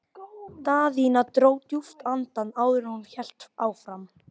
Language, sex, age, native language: Icelandic, female, 12, Icelandic